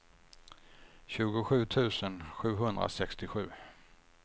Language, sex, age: Swedish, male, 50